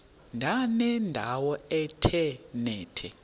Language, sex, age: Xhosa, male, 30